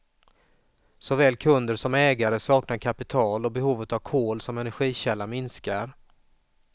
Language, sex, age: Swedish, male, 44